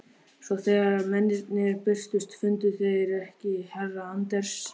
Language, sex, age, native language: Icelandic, male, 13, Icelandic